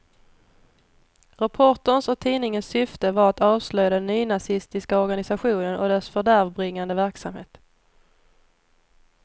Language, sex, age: Swedish, female, 29